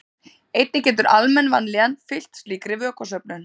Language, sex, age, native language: Icelandic, female, 30-39, Icelandic